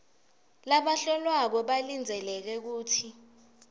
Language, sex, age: Swati, female, 20